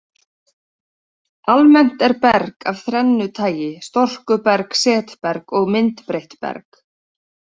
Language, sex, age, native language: Icelandic, female, 30-39, Icelandic